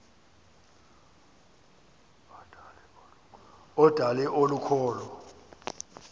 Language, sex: Xhosa, male